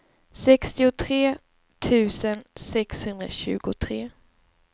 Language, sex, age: Swedish, female, 19